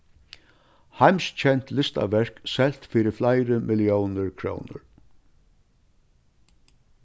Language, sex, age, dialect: Faroese, male, 61+, Vágar